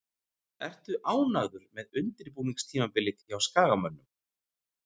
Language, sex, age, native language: Icelandic, male, 40-49, Icelandic